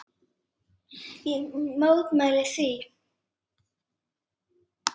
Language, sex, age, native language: Icelandic, female, 8, Icelandic